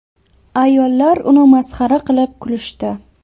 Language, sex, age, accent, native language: Uzbek, female, 18-24, Toshkent shahri, Uzbek